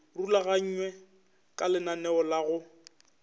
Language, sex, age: Northern Sotho, male, 25